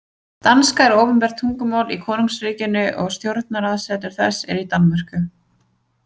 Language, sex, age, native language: Icelandic, female, 20-29, Icelandic